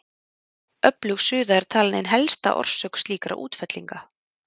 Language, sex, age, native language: Icelandic, female, 30-39, Icelandic